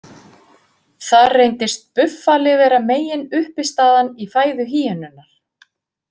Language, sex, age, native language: Icelandic, female, 50-59, Icelandic